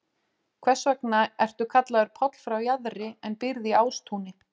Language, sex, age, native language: Icelandic, female, 40-49, Icelandic